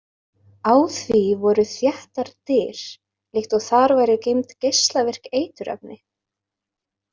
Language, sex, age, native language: Icelandic, female, 20-29, Icelandic